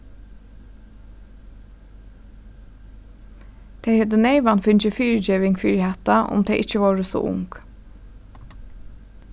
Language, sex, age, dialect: Faroese, female, 15-35, Suðurstreymoy